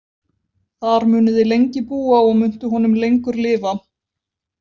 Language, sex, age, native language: Icelandic, female, 20-29, Icelandic